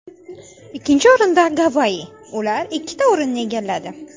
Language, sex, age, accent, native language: Uzbek, female, 19-29, Xorazm, Uzbek